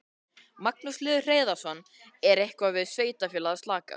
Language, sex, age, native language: Icelandic, male, 13, Icelandic